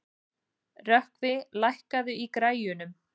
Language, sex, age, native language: Icelandic, female, 40-49, Icelandic